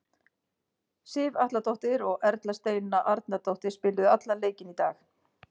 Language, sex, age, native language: Icelandic, female, 50-59, Icelandic